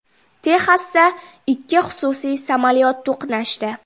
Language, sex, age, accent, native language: Uzbek, female, 12-17, Jizzax, Uzbek